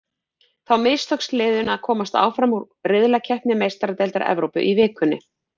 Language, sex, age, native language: Icelandic, female, 40-49, Icelandic